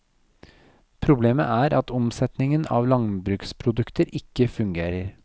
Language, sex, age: Norwegian, male, 40